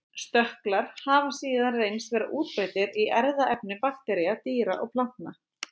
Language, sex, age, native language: Icelandic, female, 30-39, Icelandic